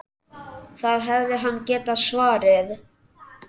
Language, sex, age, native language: Icelandic, male, 10, Icelandic